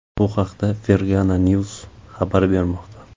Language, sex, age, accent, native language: Uzbek, male, 25-34, Samarqand, Uzbek